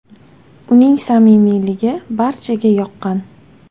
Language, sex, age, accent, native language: Uzbek, female, 18-24, Toshkent shahri, Uzbek